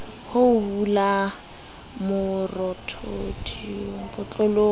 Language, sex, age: Southern Sotho, female, 19